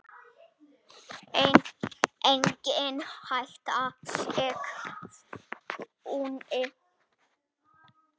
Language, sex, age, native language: Icelandic, female, 6, Icelandic